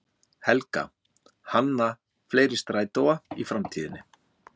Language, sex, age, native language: Icelandic, male, 40-49, Icelandic